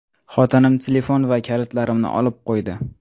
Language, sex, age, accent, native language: Uzbek, male, 18-24, Toshkent shahri, Uzbek